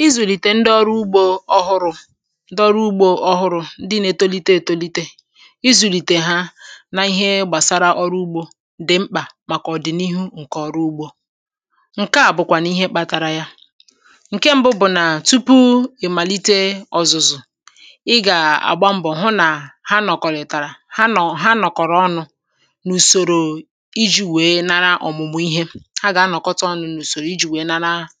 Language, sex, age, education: Igbo, female, 30-45, tertiary